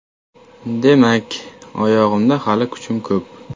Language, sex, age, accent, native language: Uzbek, male, 18-24, Toshkent viloyati, Uzbek